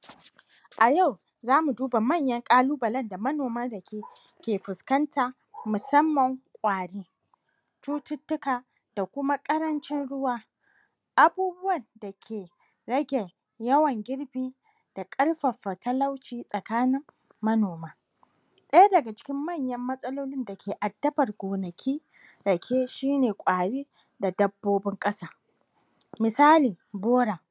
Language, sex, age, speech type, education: Hausa, female, 30-45, spontaneous, tertiary